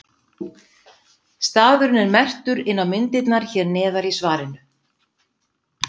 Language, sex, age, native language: Icelandic, female, 50-59, Icelandic